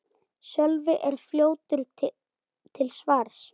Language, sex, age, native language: Icelandic, male, 9, Icelandic